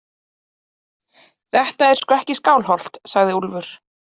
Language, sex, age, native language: Icelandic, female, 30-39, Icelandic